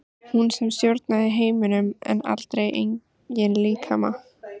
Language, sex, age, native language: Icelandic, female, 14, Icelandic